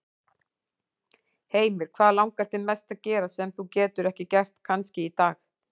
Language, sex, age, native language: Icelandic, female, 18-19, Icelandic